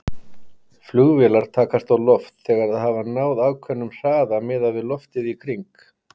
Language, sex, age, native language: Icelandic, male, 50-59, Icelandic